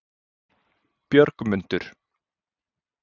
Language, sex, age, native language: Icelandic, male, 20-29, Icelandic